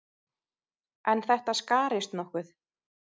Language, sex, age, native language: Icelandic, female, 30-39, Icelandic